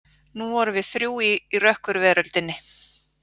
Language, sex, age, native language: Icelandic, female, 40-49, Icelandic